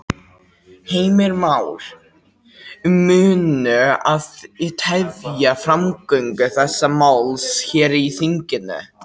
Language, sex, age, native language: Icelandic, male, 18-19, Icelandic